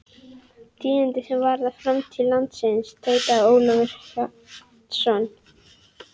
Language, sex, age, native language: Icelandic, female, 11, Icelandic